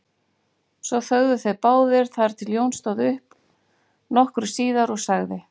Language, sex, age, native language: Icelandic, female, 40-49, Icelandic